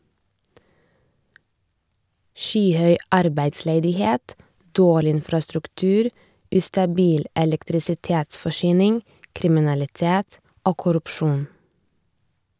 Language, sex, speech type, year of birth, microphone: Norwegian, female, read, 1986, Shure